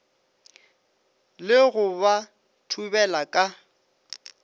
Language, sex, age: Northern Sotho, male, 25